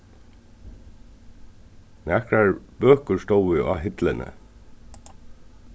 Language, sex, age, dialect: Faroese, male, 36-60, Suðurstreymoy